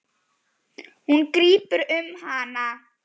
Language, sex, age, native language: Icelandic, female, 10, Icelandic